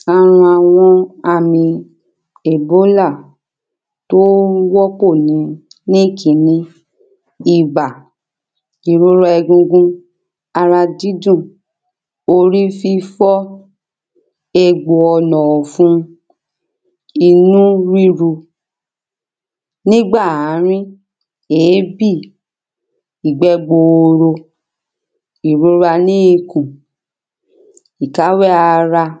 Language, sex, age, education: Yoruba, female, 30-45, primary